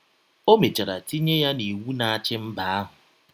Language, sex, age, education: Igbo, male, 30-45, tertiary